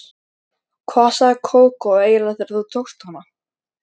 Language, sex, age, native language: Icelandic, male, 13, Icelandic